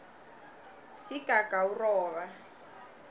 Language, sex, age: South Ndebele, female, 21